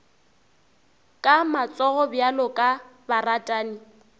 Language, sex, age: Northern Sotho, female, 24